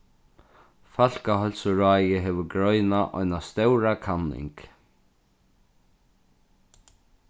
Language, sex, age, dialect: Faroese, male, 36-60, Norðurstreymoy/Eysturoy